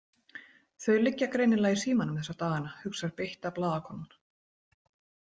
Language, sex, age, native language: Icelandic, female, 18-19, Icelandic